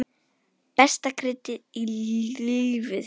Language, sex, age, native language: Icelandic, female, 10, Icelandic